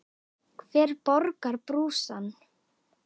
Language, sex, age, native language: Icelandic, female, 9, Icelandic